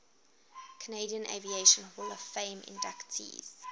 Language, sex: English, female